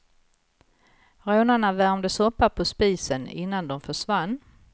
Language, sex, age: Swedish, female, 55